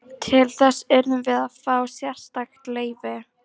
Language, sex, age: Icelandic, female, 18-19